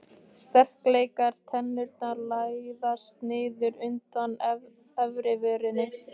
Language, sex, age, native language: Icelandic, female, 15, Icelandic